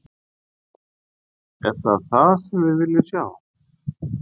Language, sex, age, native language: Icelandic, male, 50-59, Icelandic